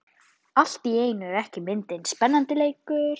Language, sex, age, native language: Icelandic, female, 12, Icelandic